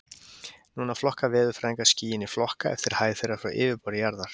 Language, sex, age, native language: Icelandic, male, 50-59, Icelandic